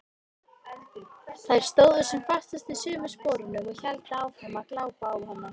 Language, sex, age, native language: Icelandic, female, 18-19, Icelandic